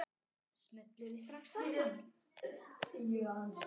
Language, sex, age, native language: Icelandic, male, 9, Icelandic